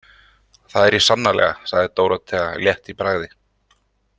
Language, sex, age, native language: Icelandic, male, 30-39, Icelandic